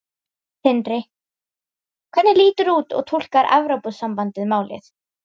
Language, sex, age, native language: Icelandic, female, 18-19, Icelandic